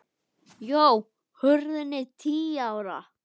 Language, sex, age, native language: Icelandic, male, 9, Icelandic